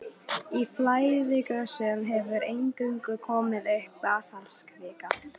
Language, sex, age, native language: Icelandic, female, 13, Icelandic